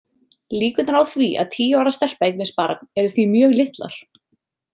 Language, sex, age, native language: Icelandic, female, 30-39, Icelandic